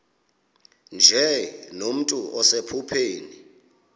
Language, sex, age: Xhosa, male, 26